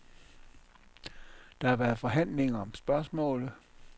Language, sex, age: Danish, male, 57